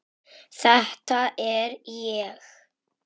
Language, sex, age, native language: Icelandic, male, 6, Icelandic